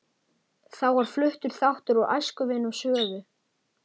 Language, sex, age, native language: Icelandic, male, 11, Icelandic